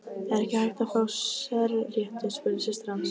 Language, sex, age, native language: Icelandic, female, 15, Icelandic